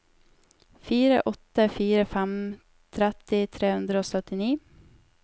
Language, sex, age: Norwegian, female, 18